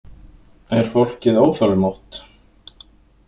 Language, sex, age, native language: Icelandic, male, 20-29, Icelandic